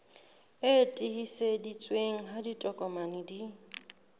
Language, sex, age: Southern Sotho, female, 19